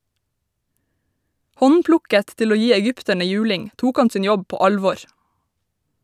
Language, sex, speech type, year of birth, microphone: Norwegian, female, read, 1990, Shure